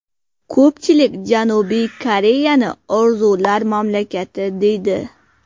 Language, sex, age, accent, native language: Uzbek, female, 18-24, Qashqadaryo, Uzbek